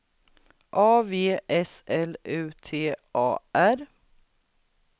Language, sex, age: Swedish, female, 39